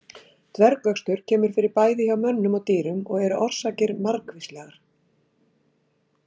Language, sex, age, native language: Icelandic, female, 60-69, Icelandic